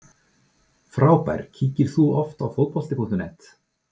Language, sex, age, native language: Icelandic, male, 40-49, Icelandic